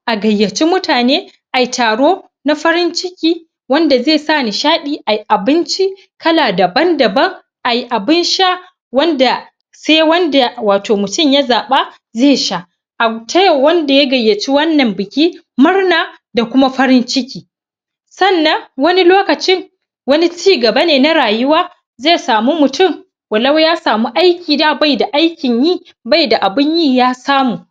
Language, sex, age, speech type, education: Hausa, female, 30-45, spontaneous, tertiary